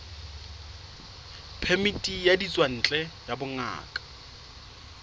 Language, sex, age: Southern Sotho, male, 26